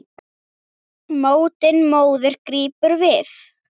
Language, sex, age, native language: Icelandic, female, 8, Icelandic